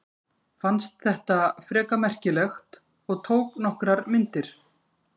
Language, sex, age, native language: Icelandic, female, 50-59, Icelandic